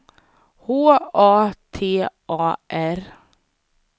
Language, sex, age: Swedish, female, 30